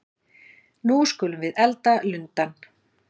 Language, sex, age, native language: Icelandic, female, 40-49, Icelandic